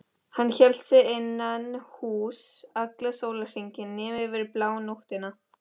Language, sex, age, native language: Icelandic, female, 13, Spanish